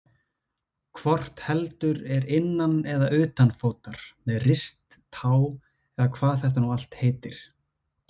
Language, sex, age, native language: Icelandic, male, 20-29, Icelandic